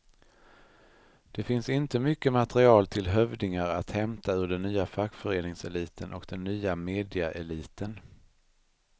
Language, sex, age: Swedish, male, 39